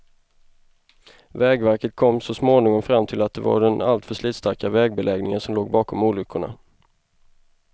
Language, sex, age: Swedish, male, 25